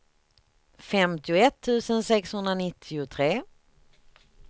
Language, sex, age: Swedish, female, 38